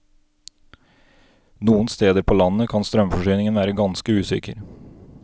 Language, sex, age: Norwegian, male, 29